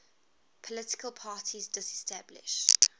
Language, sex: English, female